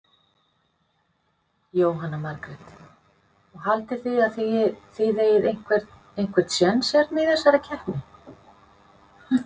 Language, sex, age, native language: Icelandic, female, 50-59, Icelandic